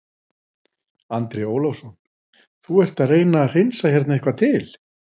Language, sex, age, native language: Icelandic, female, 40-49, Icelandic